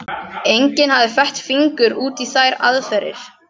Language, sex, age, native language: Icelandic, other, 12, Icelandic